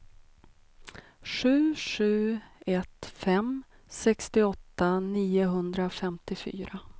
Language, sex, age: Swedish, female, 36